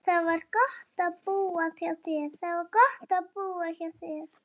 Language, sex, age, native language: Icelandic, male, 30-39, Icelandic